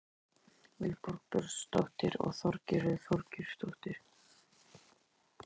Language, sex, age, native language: Icelandic, male, 13, Icelandic